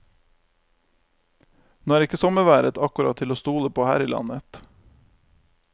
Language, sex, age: Norwegian, male, 28